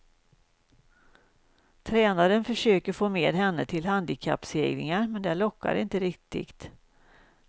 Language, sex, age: Swedish, female, 56